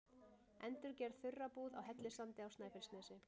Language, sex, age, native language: Icelandic, female, 30-39, Icelandic